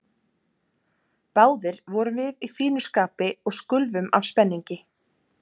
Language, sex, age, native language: Icelandic, female, 30-39, Icelandic